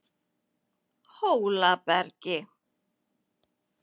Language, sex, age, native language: Icelandic, female, 30-39, Icelandic